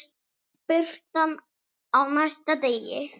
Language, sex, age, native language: Icelandic, female, 7, Icelandic